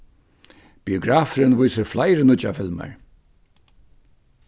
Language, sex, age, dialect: Faroese, male, 61+, Vágar